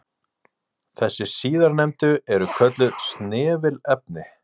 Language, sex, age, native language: Icelandic, male, 40-49, Icelandic